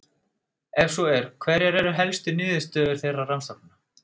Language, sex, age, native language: Icelandic, male, 30-39, Icelandic